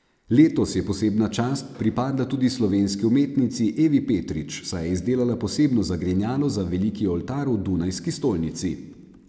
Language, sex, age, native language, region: Slovenian, male, 30-49, Slovenian, Savinja region